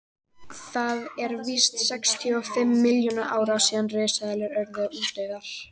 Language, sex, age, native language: Icelandic, female, 18-19, Icelandic